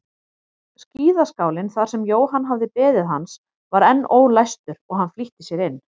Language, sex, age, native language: Icelandic, female, 30-39, Icelandic